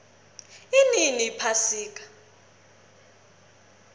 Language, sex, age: South Ndebele, female, 21